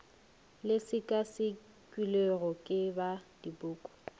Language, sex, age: Northern Sotho, female, 21